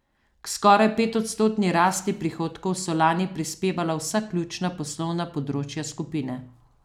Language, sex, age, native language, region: Slovenian, female, 50-59, Slovenian, Southeast Slovenia